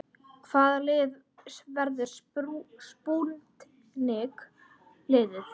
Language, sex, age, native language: Icelandic, female, 10, Icelandic